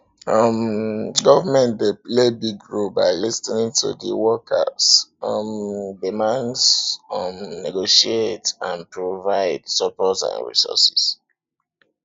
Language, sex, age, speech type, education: Nigerian Pidgin, male, 15-29, spontaneous, tertiary